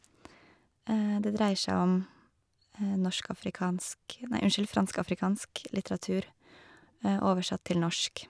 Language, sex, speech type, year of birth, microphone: Norwegian, female, spontaneous, 1982, Shure